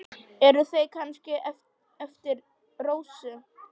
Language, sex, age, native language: Icelandic, female, 10, Polish